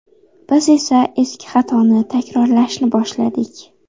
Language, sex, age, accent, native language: Uzbek, female, 18-24, Xorazm, Uzbek